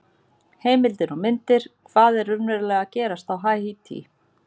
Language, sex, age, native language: Icelandic, female, 40-49, Icelandic